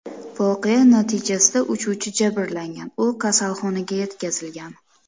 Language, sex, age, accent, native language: Uzbek, female, 25-34, Namangan, Uzbek